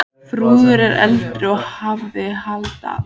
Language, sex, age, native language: Icelandic, female, 14, Icelandic